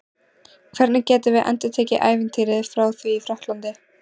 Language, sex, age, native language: Icelandic, female, 14, Icelandic